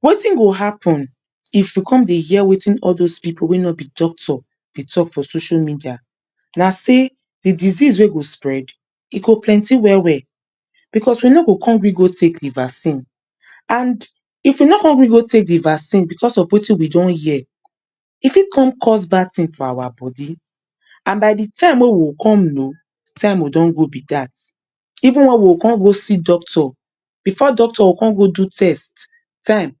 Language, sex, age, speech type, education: Nigerian Pidgin, female, 30-45, spontaneous, tertiary